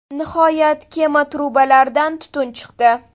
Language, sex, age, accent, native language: Uzbek, female, 18-24, Toshkent shahri, Uzbek